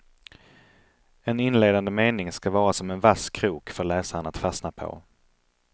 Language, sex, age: Swedish, male, 31